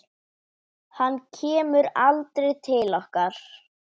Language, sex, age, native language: Icelandic, female, 10, Icelandic